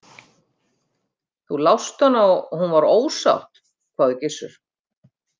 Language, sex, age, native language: Icelandic, female, 50-59, Icelandic